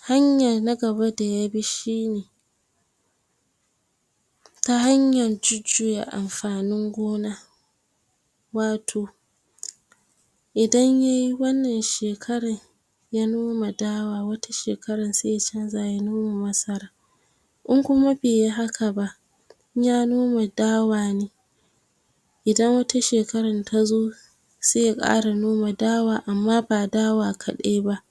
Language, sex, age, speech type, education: Hausa, female, 46-60, spontaneous, tertiary